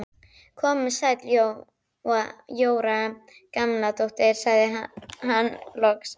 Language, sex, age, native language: Icelandic, female, 12, Icelandic